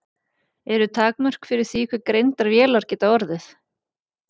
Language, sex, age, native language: Icelandic, female, 40-49, Icelandic